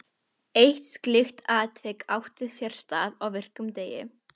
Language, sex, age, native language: Icelandic, female, 12, Icelandic